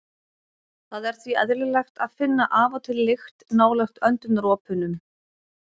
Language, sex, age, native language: Icelandic, female, 30-39, Icelandic